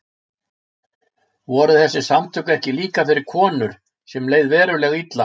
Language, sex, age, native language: Icelandic, male, 60-69, Icelandic